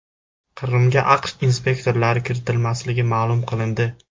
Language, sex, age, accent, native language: Uzbek, male, 18-24, Jizzax, Uzbek